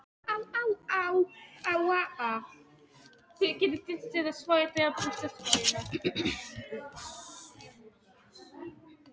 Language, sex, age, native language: Icelandic, male, 18-19, Polish